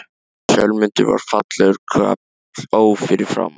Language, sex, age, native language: Icelandic, male, 13, Icelandic